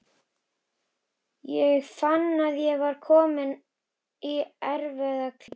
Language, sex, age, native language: Icelandic, female, 12, Icelandic